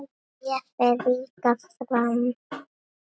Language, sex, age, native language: Icelandic, other, 6, Icelandic